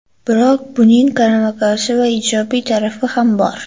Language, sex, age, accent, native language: Uzbek, male, under 19, Xorazm, Uzbek